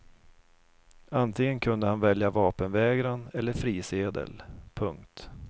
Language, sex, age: Swedish, male, 32